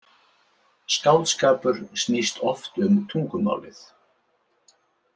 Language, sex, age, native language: Icelandic, male, 70-79, Icelandic